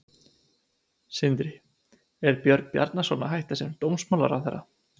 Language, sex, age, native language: Icelandic, male, 20-29, Icelandic